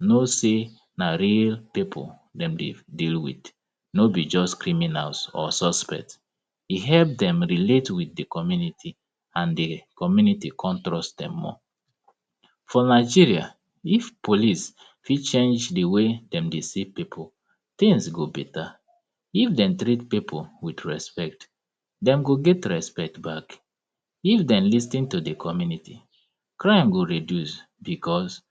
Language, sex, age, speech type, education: Nigerian Pidgin, male, 30-45, spontaneous, tertiary